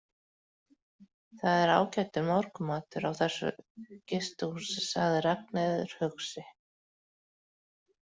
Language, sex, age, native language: Icelandic, female, 40-49, Icelandic